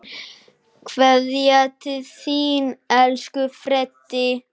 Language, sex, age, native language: Icelandic, male, 9, Icelandic